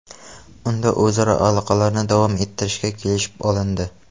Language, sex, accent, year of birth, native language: Uzbek, male, Xorazm, 2002, Uzbek